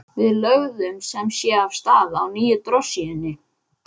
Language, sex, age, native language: Icelandic, male, 11, Icelandic